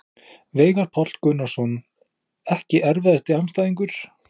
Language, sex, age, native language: Icelandic, male, 20-29, Icelandic